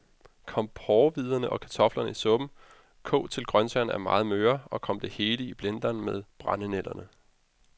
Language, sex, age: Danish, male, 32